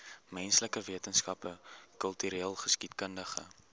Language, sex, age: Afrikaans, male, 18